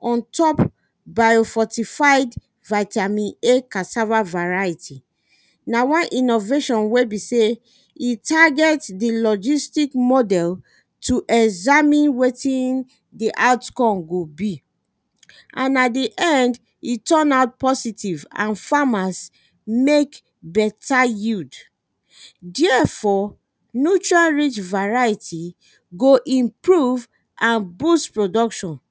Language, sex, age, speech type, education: Nigerian Pidgin, female, 30-45, spontaneous, secondary